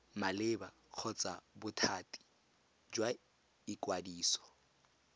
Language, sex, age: Tswana, male, 20